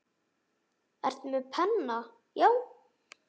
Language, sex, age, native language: Icelandic, male, 9, Icelandic